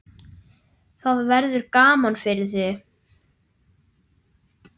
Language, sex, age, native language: Icelandic, male, 9, Icelandic